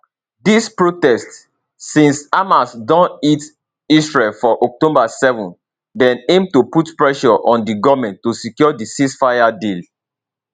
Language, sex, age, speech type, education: Nigerian Pidgin, male, 30-45, spontaneous, tertiary